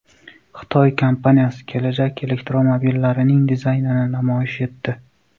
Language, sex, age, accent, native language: Uzbek, male, 18-24, Sirdaryo, Uzbek